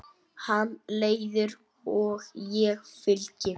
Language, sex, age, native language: Icelandic, male, 8, Icelandic